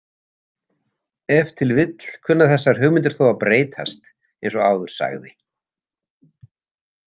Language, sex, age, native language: Icelandic, male, 70-79, Icelandic